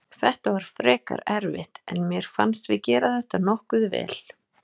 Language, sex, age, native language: Icelandic, female, 20-29, Icelandic